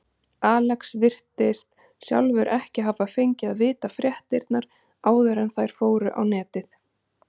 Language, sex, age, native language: Icelandic, female, 30-39, Icelandic